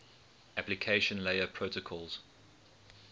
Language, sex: English, male